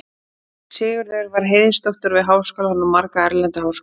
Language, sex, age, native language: Icelandic, female, 30-39, Icelandic